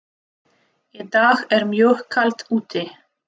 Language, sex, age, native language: Icelandic, female, 30-39, Russian